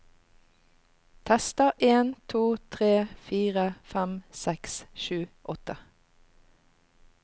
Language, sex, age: Norwegian, female, 45